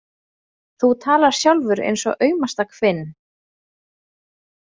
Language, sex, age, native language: Icelandic, female, 20-29, Icelandic